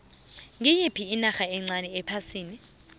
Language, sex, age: South Ndebele, female, 22